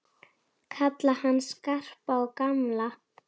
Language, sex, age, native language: Icelandic, female, 9, Icelandic